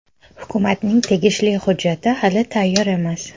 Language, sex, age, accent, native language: Uzbek, female, 25-34, Toshkent shahri, Tajik